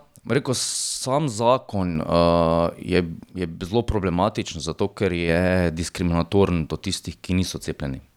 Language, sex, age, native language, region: Slovenian, male, 30-49, Slovenian, Drava region